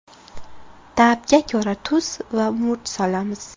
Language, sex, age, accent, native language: Uzbek, female, 18-24, Farg'ona, Uzbek